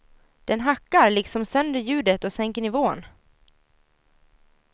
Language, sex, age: Swedish, female, 17